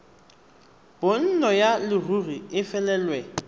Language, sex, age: Tswana, male, 23